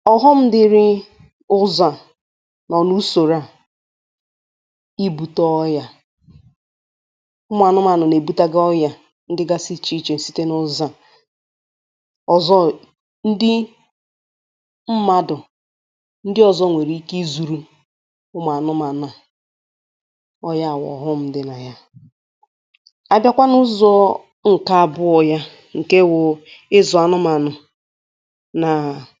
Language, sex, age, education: Igbo, female, 15-29, tertiary